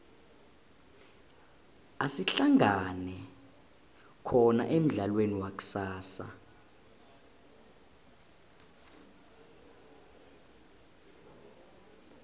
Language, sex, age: South Ndebele, male, 20